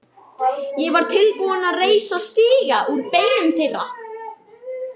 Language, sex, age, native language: Icelandic, male, 12, Icelandic